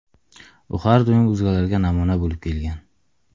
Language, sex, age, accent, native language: Uzbek, male, 25-34, Jizzax, Uzbek